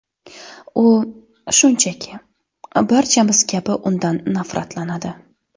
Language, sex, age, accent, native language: Uzbek, female, 25-34, Surxondaryo, Uzbek